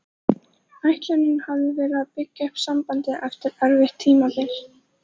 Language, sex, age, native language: Icelandic, female, 14, Icelandic